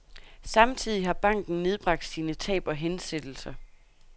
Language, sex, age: Danish, female, 32